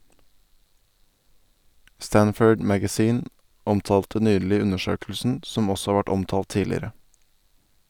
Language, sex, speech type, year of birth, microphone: Norwegian, male, read, 1990, Sennheiser